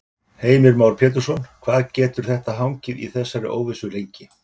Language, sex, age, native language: Icelandic, male, 50-59, Icelandic